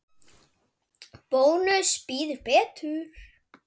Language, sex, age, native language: Icelandic, female, 9, Icelandic